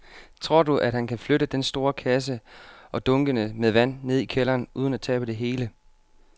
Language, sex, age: Danish, male, 25